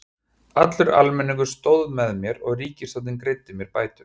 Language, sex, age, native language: Icelandic, male, 50-59, Icelandic